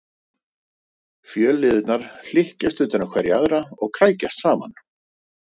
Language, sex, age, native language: Icelandic, male, 50-59, Icelandic